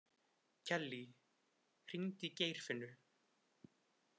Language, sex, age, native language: Icelandic, male, 20-29, Icelandic